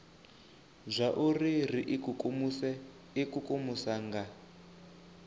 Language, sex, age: Venda, male, 24